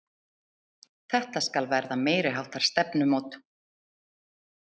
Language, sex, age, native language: Icelandic, female, 30-39, Icelandic